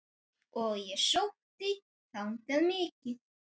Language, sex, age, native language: Icelandic, male, 9, Icelandic